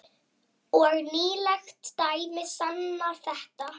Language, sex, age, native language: Icelandic, female, 9, Icelandic